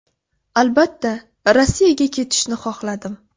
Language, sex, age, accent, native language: Uzbek, female, 18-24, Buxoro, Uzbek